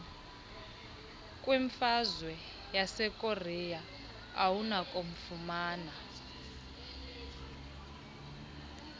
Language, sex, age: Xhosa, female, 20